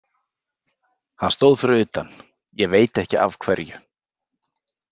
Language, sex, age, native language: Icelandic, male, 40-49, Icelandic